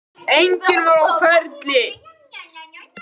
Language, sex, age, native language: Icelandic, male, 9, Icelandic